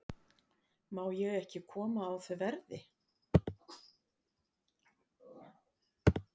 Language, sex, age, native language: Icelandic, female, 60-69, Icelandic